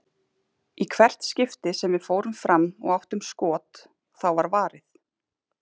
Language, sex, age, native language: Icelandic, female, 30-39, Icelandic